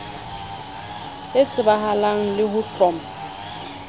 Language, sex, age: Southern Sotho, female, 30